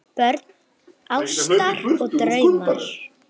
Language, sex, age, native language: Icelandic, female, 9, Icelandic